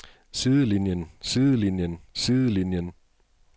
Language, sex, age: Danish, male, 42